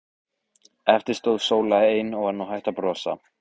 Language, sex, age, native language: Icelandic, male, 15, Icelandic